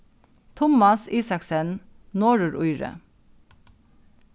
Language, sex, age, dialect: Faroese, female, 36-60, Norðuroyggjar